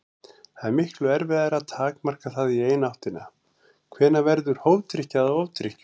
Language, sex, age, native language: Icelandic, male, 40-49, Icelandic